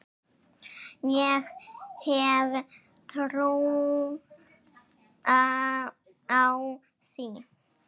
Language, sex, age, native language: Icelandic, female, 7, Icelandic